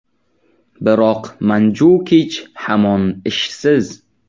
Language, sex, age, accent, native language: Uzbek, male, 18-24, Navoiy, Uzbek